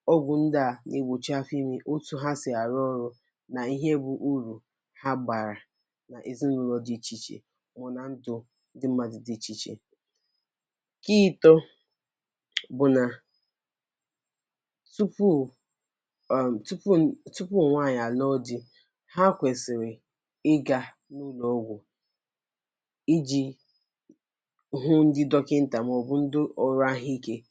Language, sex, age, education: Igbo, female, 15-29, tertiary